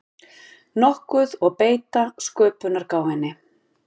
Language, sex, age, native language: Icelandic, female, 50-59, Icelandic